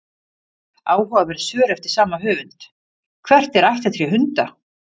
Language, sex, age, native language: Icelandic, female, 50-59, Icelandic